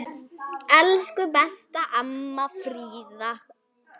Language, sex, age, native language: Icelandic, female, 9, Icelandic